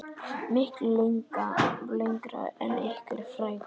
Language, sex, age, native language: Icelandic, male, 10, Icelandic